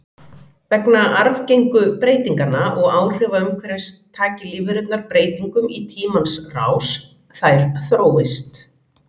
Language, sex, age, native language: Icelandic, female, 40-49, Icelandic